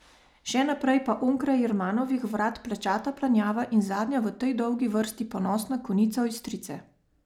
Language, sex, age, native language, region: Slovenian, female, 30-49, Slovenian, Savinja region